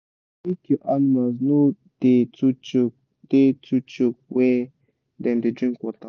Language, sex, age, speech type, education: Nigerian Pidgin, male, 15-29, spontaneous, tertiary